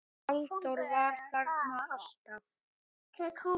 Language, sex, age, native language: Icelandic, male, 8, Icelandic